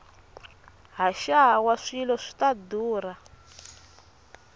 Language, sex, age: Tsonga, female, 24